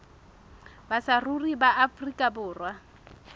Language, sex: Southern Sotho, female